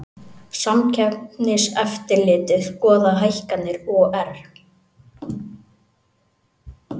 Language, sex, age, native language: Icelandic, male, 18-19, Icelandic